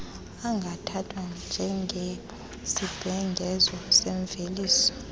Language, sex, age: Xhosa, female, 26